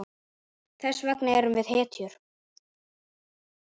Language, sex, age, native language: Icelandic, male, 9, Icelandic